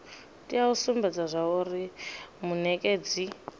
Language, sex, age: Venda, female, 26